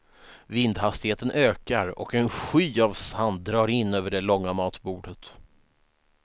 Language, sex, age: Swedish, male, 19